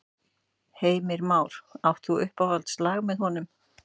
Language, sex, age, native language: Icelandic, male, 12, Icelandic